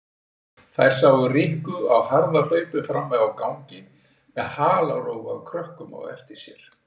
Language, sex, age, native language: Icelandic, male, 60-69, Icelandic